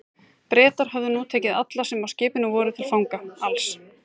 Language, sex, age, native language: Icelandic, female, 30-39, Icelandic